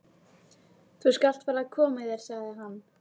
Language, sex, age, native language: Icelandic, female, 11, Icelandic